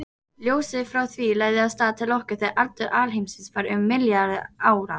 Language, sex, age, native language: Icelandic, female, 18-19, Icelandic